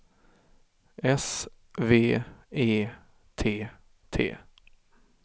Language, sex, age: Swedish, male, 32